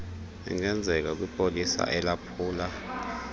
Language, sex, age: Xhosa, male, 38